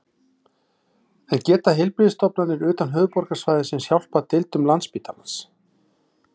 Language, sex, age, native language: Icelandic, male, 40-49, Icelandic